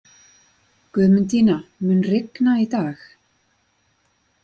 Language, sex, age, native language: Icelandic, female, 40-49, Icelandic